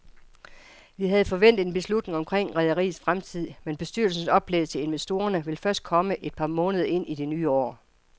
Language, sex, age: Danish, female, 55